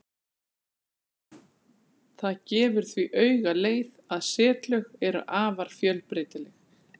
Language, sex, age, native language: Icelandic, female, 40-49, Icelandic